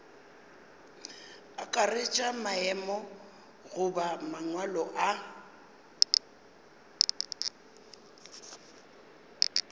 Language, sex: Northern Sotho, female